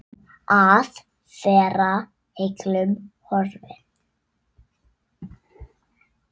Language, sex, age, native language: Icelandic, female, 6, Icelandic